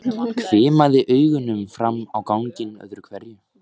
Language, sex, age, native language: Icelandic, male, 14, Icelandic